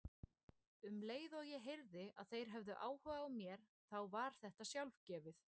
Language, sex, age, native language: Icelandic, female, 20-29, Icelandic